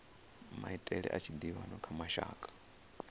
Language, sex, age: Venda, male, 34